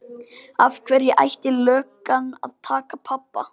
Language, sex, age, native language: Icelandic, male, 12, Icelandic